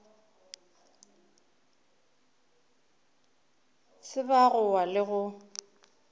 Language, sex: Northern Sotho, female